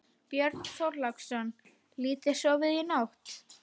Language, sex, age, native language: Icelandic, female, 60-69, Icelandic